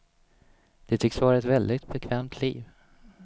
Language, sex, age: Swedish, male, 27